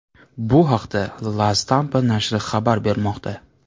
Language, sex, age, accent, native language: Uzbek, male, 25-34, Navoiy, Uzbek